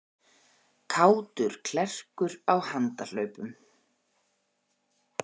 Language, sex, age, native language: Icelandic, female, 40-49, Icelandic